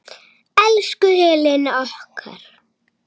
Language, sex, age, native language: Icelandic, female, 6, Icelandic